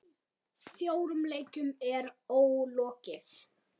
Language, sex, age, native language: Icelandic, male, 9, Icelandic